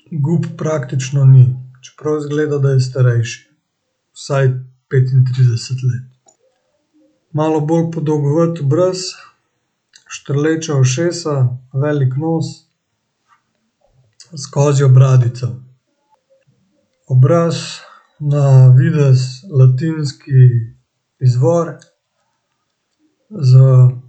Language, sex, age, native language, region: Slovenian, male, 18-29, Slovenian, Central Slovenia